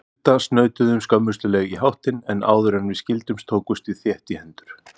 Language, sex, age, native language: Icelandic, male, 40-49, Icelandic